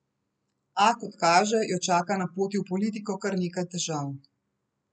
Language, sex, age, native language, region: Slovenian, female, 30-49, Slovenian, Central Slovenia